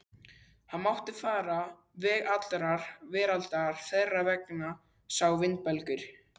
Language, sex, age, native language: Icelandic, male, 12, Icelandic